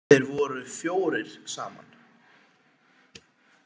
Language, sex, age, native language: Icelandic, male, 18-19, Icelandic